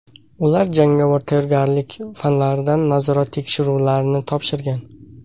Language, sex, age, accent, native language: Uzbek, male, 18-24, Samarqand, Uzbek